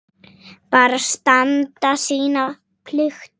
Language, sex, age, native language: Icelandic, female, 8, Icelandic